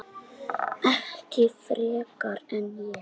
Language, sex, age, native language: Icelandic, female, 9, Icelandic